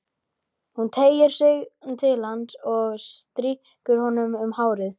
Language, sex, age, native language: Icelandic, male, 12, Icelandic